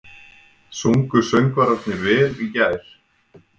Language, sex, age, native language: Icelandic, male, 20-29, Icelandic